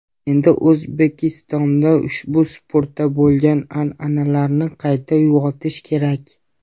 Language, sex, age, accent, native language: Uzbek, male, 19-29, Namangan, Uzbek